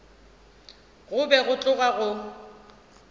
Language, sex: Northern Sotho, female